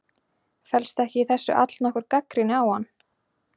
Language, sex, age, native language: Icelandic, female, 20-29, Icelandic